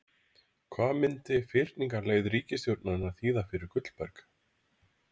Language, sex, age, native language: Icelandic, male, 30-39, Icelandic